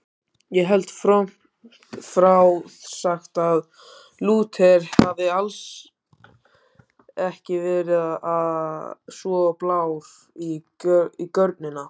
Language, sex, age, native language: Icelandic, male, 18-19, Icelandic